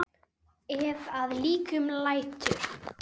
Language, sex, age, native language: Icelandic, male, 7, Icelandic